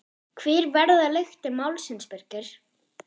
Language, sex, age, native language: Icelandic, female, 10, German